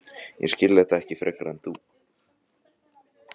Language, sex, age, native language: Icelandic, other, 14, Icelandic